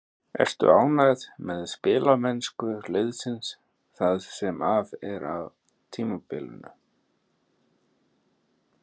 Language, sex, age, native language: Icelandic, male, 30-39, Icelandic